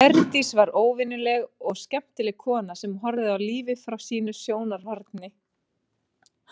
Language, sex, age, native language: Icelandic, male, 30-39, Icelandic